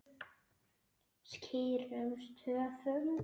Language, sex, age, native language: Icelandic, female, 9, Icelandic